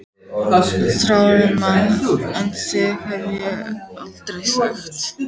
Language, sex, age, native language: Icelandic, female, 14, Icelandic